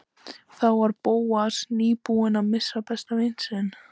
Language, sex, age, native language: Icelandic, female, 13, Icelandic